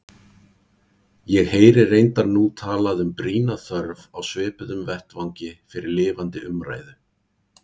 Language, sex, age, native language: Icelandic, male, 40-49, Icelandic